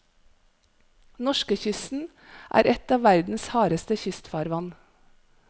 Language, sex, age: Norwegian, female, 43